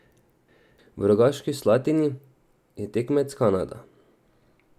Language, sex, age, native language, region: Slovenian, male, 18-29, Slovenian, Drava region